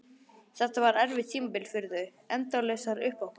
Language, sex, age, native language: Icelandic, male, 11, Icelandic